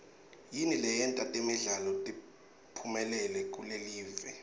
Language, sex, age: Swati, male, 21